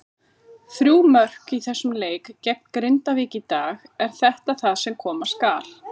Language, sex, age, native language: Icelandic, female, 30-39, Icelandic